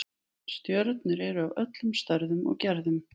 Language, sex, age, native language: Icelandic, female, 20-29, Icelandic